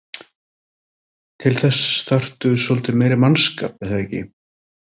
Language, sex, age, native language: Icelandic, male, 30-39, Icelandic